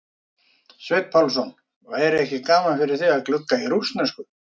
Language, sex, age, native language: Icelandic, male, 50-59, Icelandic